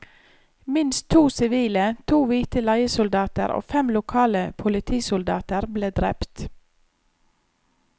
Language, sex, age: Norwegian, female, 34